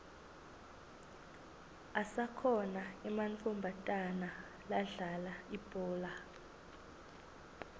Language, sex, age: Swati, female, 20